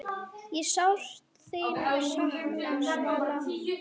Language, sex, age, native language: Icelandic, female, 9, Icelandic